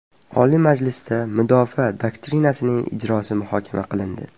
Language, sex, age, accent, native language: Uzbek, male, 12-17, Farg'ona, Uzbek